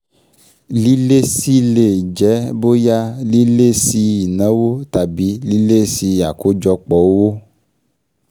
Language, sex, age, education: Yoruba, male, 15-29, secondary